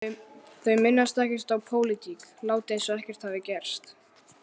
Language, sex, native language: Icelandic, other, Icelandic